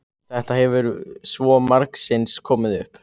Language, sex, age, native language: Icelandic, other, 15, Icelandic